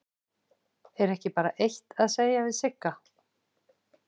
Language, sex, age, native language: Icelandic, female, 40-49, Icelandic